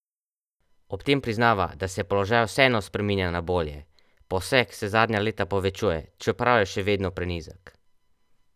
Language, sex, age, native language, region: Slovenian, male, 12-17, Slovenian, Central Slovenia